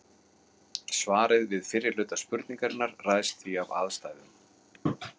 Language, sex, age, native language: Icelandic, male, 40-49, Icelandic